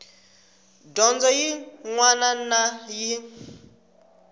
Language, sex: Tsonga, female